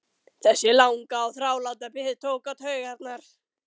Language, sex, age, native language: Icelandic, female, 13, Icelandic